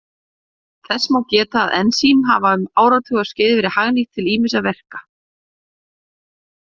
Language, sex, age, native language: Icelandic, female, 40-49, Icelandic